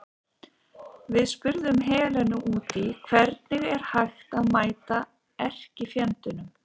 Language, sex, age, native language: Icelandic, female, 50-59, Icelandic